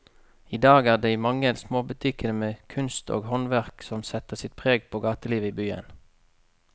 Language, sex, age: Norwegian, male, 33